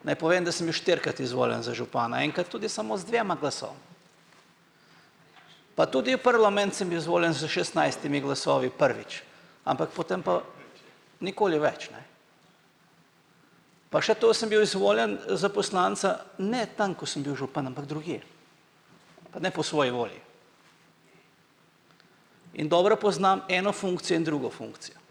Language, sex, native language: Slovenian, male, Slovenian